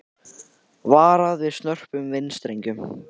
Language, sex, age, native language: Icelandic, male, 18-19, Icelandic